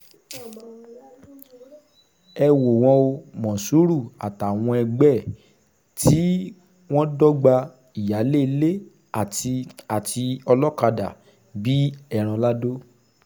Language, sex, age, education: Yoruba, male, 30-45, secondary